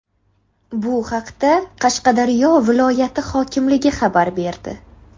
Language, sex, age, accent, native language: Uzbek, female, 18-24, Qashqadaryo, Uzbek